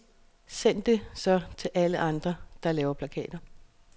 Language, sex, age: Danish, female, 36